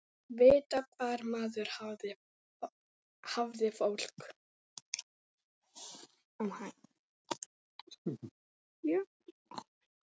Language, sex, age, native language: Icelandic, female, 9, Icelandic